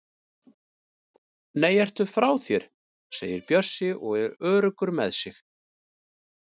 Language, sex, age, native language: Icelandic, male, 30-39, Icelandic